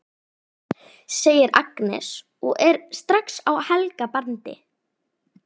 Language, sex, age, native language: Icelandic, female, 11, Icelandic